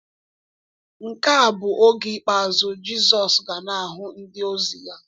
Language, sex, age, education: Igbo, female, 15-29, tertiary